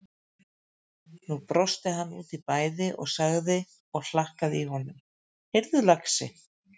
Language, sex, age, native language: Icelandic, female, 50-59, Icelandic